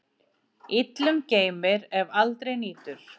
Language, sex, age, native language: Icelandic, female, 40-49, Icelandic